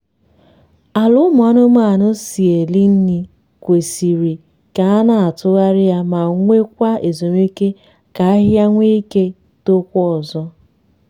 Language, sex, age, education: Igbo, female, 15-29, tertiary